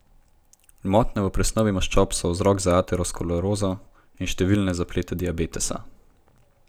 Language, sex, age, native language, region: Slovenian, male, 18-29, Slovenian, Gorenjska region